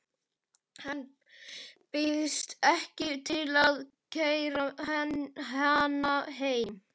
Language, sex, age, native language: Icelandic, male, 11, Icelandic